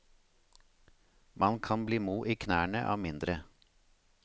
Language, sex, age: Norwegian, male, 53